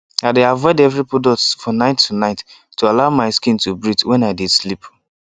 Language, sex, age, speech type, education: Nigerian Pidgin, male, 15-29, spontaneous, tertiary